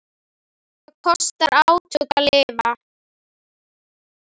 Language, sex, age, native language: Icelandic, female, 10, Icelandic